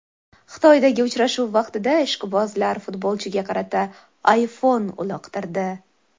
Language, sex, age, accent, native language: Uzbek, female, 19-29, Toshkent shahri, Uzbek